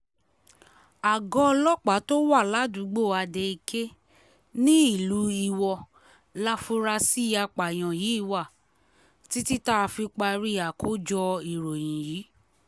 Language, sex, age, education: Yoruba, female, 30-45, tertiary